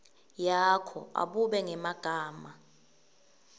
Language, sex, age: Swati, female, 18